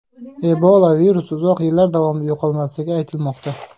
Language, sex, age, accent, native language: Uzbek, male, 19-29, Samarqand, Uzbek